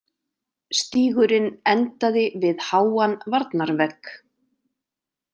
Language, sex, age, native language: Icelandic, female, 30-39, Icelandic